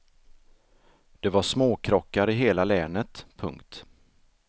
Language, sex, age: Swedish, male, 33